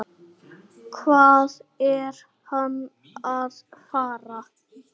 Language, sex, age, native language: Icelandic, male, 9, Icelandic